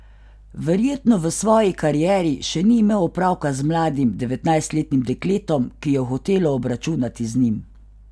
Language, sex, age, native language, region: Slovenian, female, 50-59, Slovenian, Carinthia region